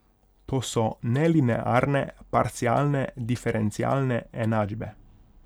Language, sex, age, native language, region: Slovenian, male, 18-29, Hungarian, Pomurje region